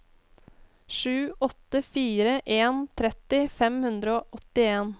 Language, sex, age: Norwegian, female, 21